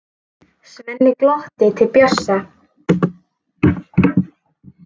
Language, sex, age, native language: Icelandic, female, 10, Icelandic